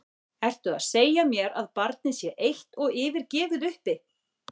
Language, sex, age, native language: Icelandic, female, 40-49, Icelandic